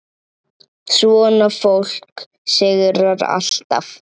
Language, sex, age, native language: Icelandic, male, 7, Icelandic